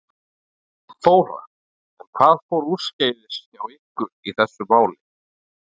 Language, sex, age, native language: Icelandic, male, 40-49, Icelandic